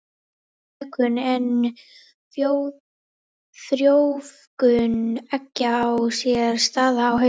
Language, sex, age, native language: Icelandic, female, 18-19, Icelandic